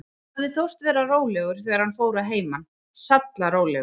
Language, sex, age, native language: Icelandic, female, 20-29, Icelandic